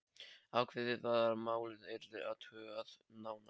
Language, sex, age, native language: Icelandic, male, 13, Polish